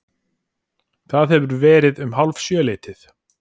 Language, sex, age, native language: Icelandic, male, 40-49, Icelandic